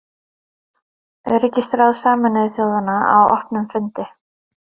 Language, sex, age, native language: Icelandic, female, 30-39, Icelandic